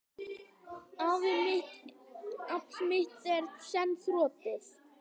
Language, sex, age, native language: Icelandic, male, 10, Icelandic